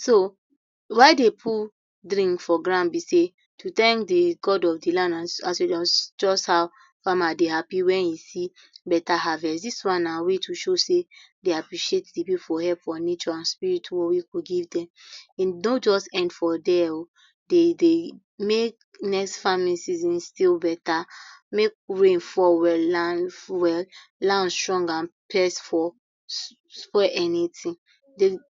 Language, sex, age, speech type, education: Nigerian Pidgin, female, 46-60, spontaneous, tertiary